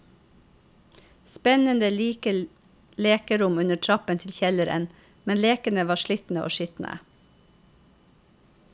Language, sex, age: Norwegian, female, 45